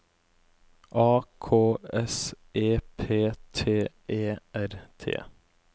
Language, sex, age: Norwegian, male, 17